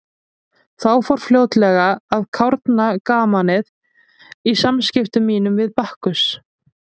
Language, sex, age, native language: Icelandic, female, 20-29, Icelandic